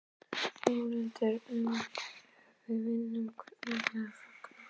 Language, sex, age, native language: Icelandic, male, 11, Icelandic